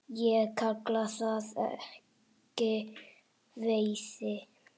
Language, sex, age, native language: Icelandic, male, 7, Icelandic